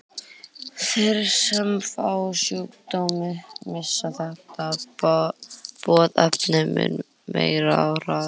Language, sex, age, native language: Icelandic, female, 18-19, Icelandic